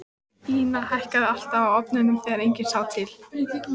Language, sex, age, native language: Icelandic, female, 14, Icelandic